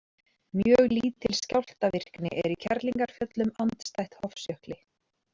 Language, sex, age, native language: Icelandic, female, 30-39, Icelandic